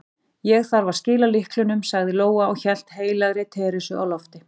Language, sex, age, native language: Icelandic, female, 40-49, Icelandic